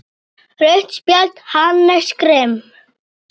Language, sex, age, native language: Icelandic, male, 8, Icelandic